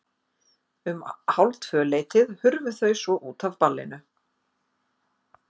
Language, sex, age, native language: Icelandic, female, 50-59, Icelandic